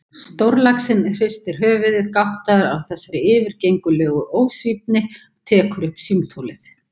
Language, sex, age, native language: Icelandic, female, 50-59, Icelandic